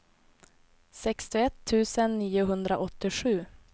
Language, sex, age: Swedish, female, 28